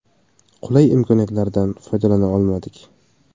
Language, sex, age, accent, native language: Uzbek, male, 18-24, Samarqand, Uzbek